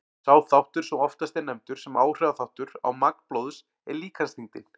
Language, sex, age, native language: Icelandic, male, 40-49, Icelandic